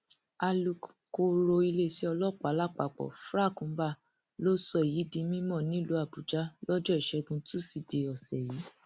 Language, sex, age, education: Yoruba, female, 15-29, tertiary